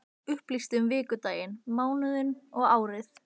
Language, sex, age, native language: Icelandic, female, 15, Icelandic